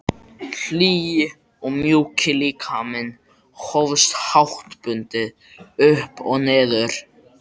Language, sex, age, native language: Icelandic, male, 14, Icelandic